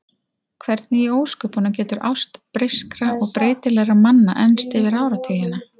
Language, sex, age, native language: Icelandic, female, 40-49, Icelandic